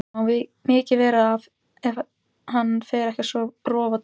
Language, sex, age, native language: Icelandic, female, 18-19, Icelandic